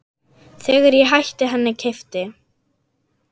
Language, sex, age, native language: Icelandic, female, 10, Icelandic